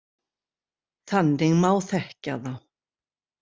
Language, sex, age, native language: Icelandic, female, 60-69, Icelandic